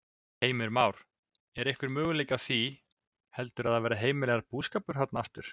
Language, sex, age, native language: Icelandic, male, 20-29, Icelandic